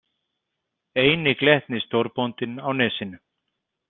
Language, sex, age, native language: Icelandic, male, 30-39, Icelandic